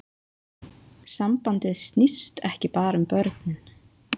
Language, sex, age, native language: Icelandic, female, 20-29, Icelandic